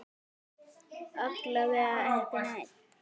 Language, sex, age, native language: Icelandic, female, 9, Icelandic